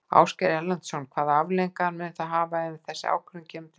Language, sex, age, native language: Icelandic, female, 60-69, Icelandic